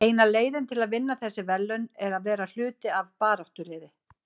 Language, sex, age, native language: Icelandic, female, 50-59, Icelandic